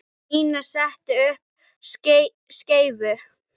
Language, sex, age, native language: Icelandic, female, 8, Icelandic